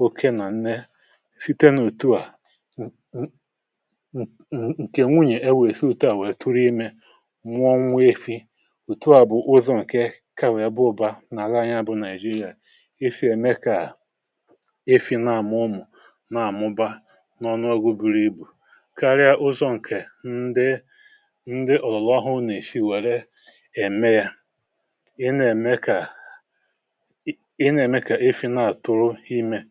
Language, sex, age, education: Igbo, male, 60+, tertiary